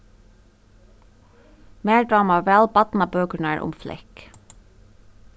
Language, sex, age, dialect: Faroese, female, 15-35, Suðurstreymoy